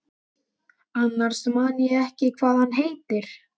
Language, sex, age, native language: Icelandic, male, 12, Icelandic